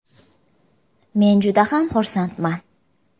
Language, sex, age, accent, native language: Uzbek, female, 18-24, Jizzax, Uzbek